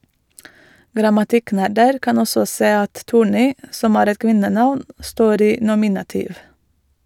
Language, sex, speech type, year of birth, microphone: Norwegian, female, read, 1986, Shure